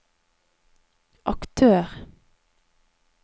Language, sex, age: Norwegian, female, 39